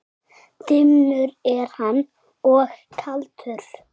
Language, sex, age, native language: Icelandic, male, 6, Icelandic